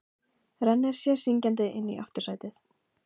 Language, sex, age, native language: Icelandic, female, 15, Icelandic